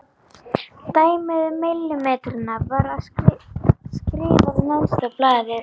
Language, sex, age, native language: Icelandic, female, 11, Icelandic